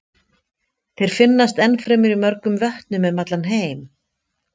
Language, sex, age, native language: Icelandic, female, 50-59, Icelandic